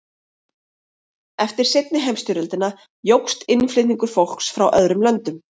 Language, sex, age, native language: Icelandic, female, 30-39, Icelandic